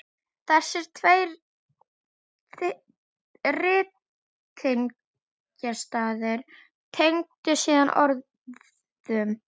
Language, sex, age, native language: Icelandic, female, 12, Icelandic